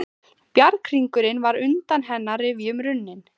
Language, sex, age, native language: Icelandic, female, 15, Icelandic